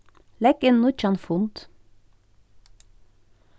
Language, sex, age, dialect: Faroese, female, 36-60, Norðurstreymoy/Eysturoy